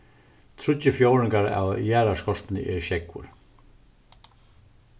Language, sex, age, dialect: Faroese, male, 36-60, Suðurstreymoy